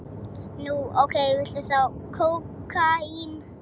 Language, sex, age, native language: Icelandic, female, 7, Icelandic